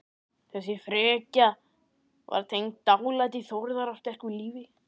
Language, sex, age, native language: Icelandic, male, 14, Icelandic